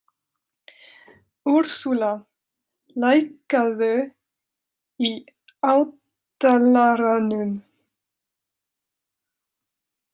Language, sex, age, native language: Icelandic, female, 30-39, French